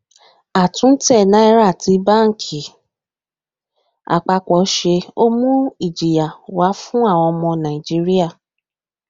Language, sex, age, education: Yoruba, female, 15-29, tertiary